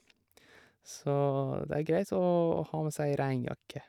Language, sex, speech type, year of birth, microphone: Norwegian, male, spontaneous, 1987, Shure